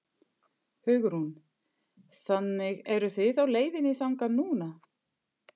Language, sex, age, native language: Icelandic, female, 50-59, German